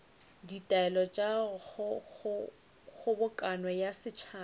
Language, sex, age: Northern Sotho, female, 29